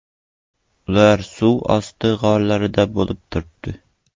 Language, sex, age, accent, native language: Uzbek, male, 12-17, Qoraqalpog'iston, Uzbek